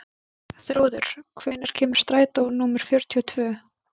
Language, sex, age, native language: Icelandic, female, 20-29, Icelandic